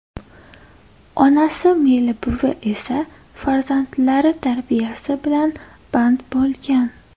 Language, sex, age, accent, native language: Uzbek, female, 18-24, Toshkent shahri, Uzbek